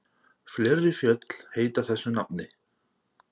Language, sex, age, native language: Icelandic, male, 30-39, Icelandic